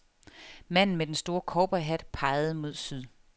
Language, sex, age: Danish, female, 30